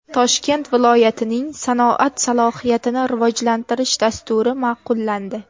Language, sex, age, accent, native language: Uzbek, female, 18-24, Namangan, Uzbek